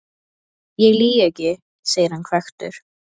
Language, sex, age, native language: Icelandic, female, 12, Icelandic